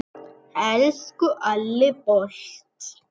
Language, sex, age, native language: Icelandic, male, 9, Icelandic